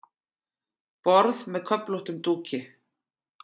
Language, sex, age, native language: Icelandic, female, 40-49, Icelandic